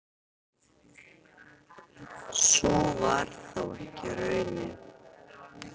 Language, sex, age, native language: Icelandic, female, 40-49, Icelandic